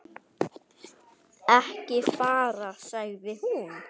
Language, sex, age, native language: Icelandic, male, 9, Icelandic